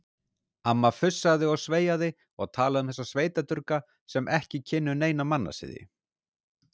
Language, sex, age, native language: Icelandic, male, 40-49, Icelandic